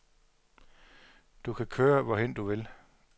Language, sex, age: Danish, male, 42